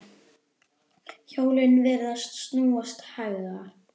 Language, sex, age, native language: Icelandic, female, 10, Icelandic